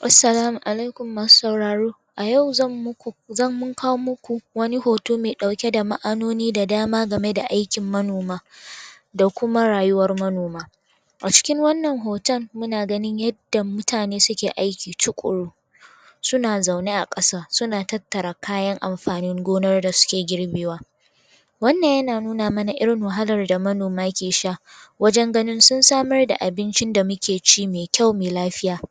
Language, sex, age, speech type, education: Hausa, female, 15-29, spontaneous, tertiary